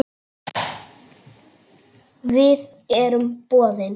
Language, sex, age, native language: Icelandic, female, 8, Icelandic